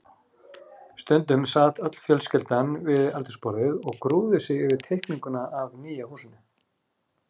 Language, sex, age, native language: Icelandic, male, 40-49, Icelandic